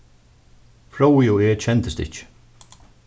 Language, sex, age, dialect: Faroese, male, 36-60, Suðurstreymoy